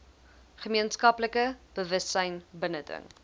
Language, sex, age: Afrikaans, female, 20